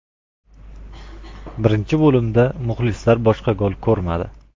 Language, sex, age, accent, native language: Uzbek, male, 25-34, Qashqadaryo, Uzbek